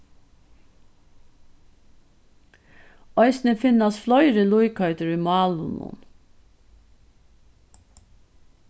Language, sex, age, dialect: Faroese, female, 36-60, Norðurstreymoy/Eysturoy